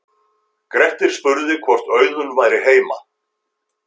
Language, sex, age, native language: Icelandic, male, 50-59, Icelandic